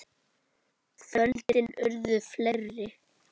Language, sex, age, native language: Icelandic, male, 9, Icelandic